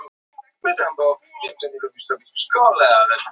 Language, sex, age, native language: Icelandic, female, 18-19, Icelandic